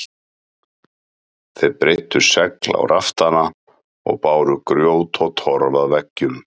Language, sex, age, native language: Icelandic, male, 30-39, Icelandic